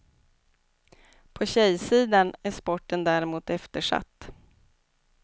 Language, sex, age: Swedish, female, 29